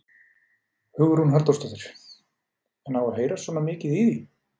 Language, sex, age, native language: Icelandic, male, 40-49, Icelandic